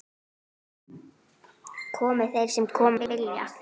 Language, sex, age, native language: Icelandic, female, 9, Icelandic